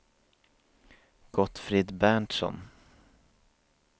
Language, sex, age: Swedish, male, 24